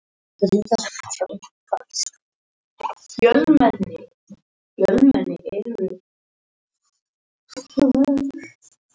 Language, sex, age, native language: Icelandic, male, 18-19, Icelandic